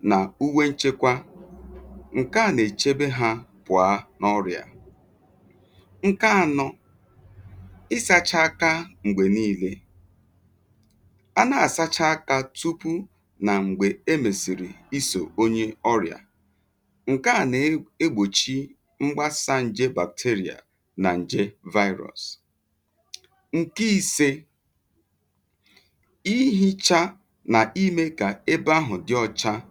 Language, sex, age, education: Igbo, male, 30-45, tertiary